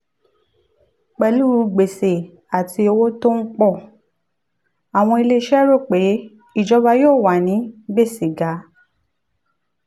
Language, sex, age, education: Yoruba, female, 15-29, tertiary